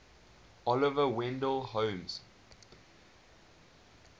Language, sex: English, male